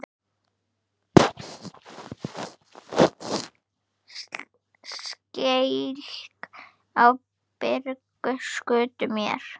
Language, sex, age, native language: Icelandic, female, 9, Icelandic